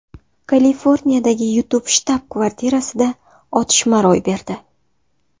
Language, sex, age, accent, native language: Uzbek, female, 19-29, Sirdaryo, Uzbek